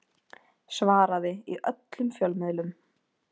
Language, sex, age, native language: Icelandic, female, 20-29, Icelandic